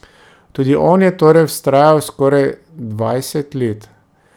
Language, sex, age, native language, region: Slovenian, male, 30-49, Slovenian, Drava region